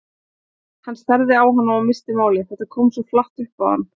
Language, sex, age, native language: Icelandic, female, 20-29, Icelandic